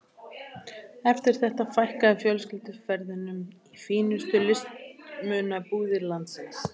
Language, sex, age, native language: Icelandic, male, 11, Icelandic